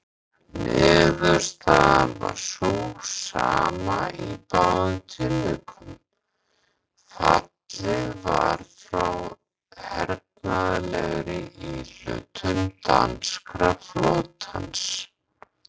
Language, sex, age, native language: Icelandic, male, 30-39, Icelandic